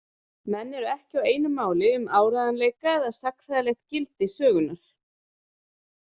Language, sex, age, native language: Icelandic, female, 30-39, Icelandic